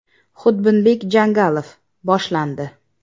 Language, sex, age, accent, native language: Uzbek, female, 35+, Samarqand, Uzbek